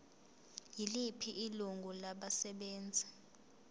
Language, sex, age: Zulu, female, 22